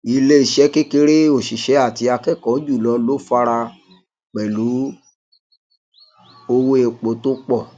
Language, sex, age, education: Yoruba, male, 30-45, tertiary